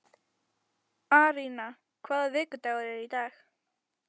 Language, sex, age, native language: Icelandic, female, 11, Icelandic